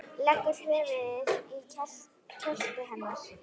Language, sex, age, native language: Icelandic, female, 9, Icelandic